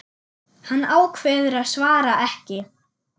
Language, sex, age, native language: Icelandic, female, 9, German